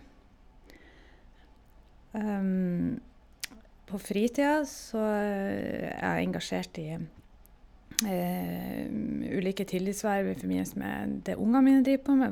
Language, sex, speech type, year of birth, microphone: Norwegian, female, spontaneous, 1972, Shure